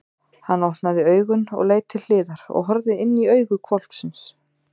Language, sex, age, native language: Icelandic, female, 30-39, Icelandic